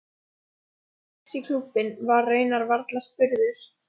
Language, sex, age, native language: Icelandic, female, 14, Icelandic